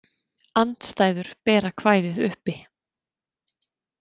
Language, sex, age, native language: Icelandic, female, 30-39, Icelandic